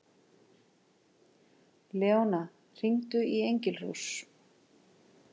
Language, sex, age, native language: Icelandic, female, 50-59, Icelandic